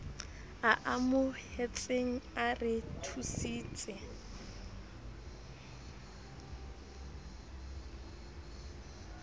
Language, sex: Southern Sotho, female